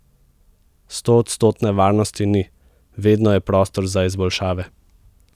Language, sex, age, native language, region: Slovenian, male, 18-29, Slovenian, Central Slovenia